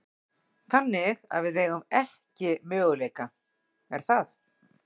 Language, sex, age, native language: Icelandic, female, 40-49, Icelandic